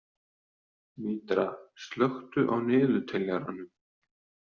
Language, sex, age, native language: Icelandic, male, 30-39, Icelandic